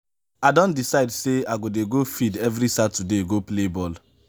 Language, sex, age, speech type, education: Nigerian Pidgin, male, 15-29, spontaneous, tertiary